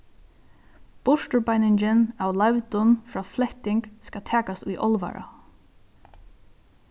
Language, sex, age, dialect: Faroese, female, 15-35, Suðurstreymoy